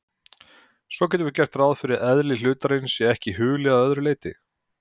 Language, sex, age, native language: Icelandic, male, 40-49, Icelandic